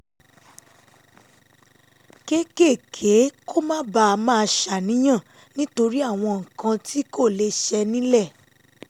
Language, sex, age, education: Yoruba, female, 15-29, tertiary